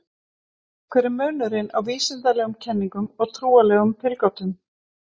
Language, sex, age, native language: Icelandic, female, 40-49, Icelandic